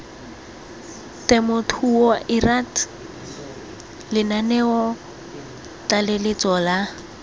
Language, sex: Tswana, female